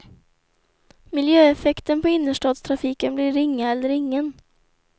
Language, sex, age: Swedish, female, 24